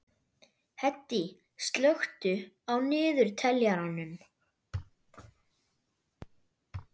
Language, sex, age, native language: Icelandic, male, 12, Icelandic